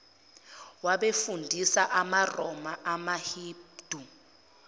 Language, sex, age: Zulu, female, 25